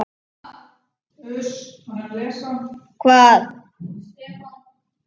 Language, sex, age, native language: Icelandic, male, 9, Icelandic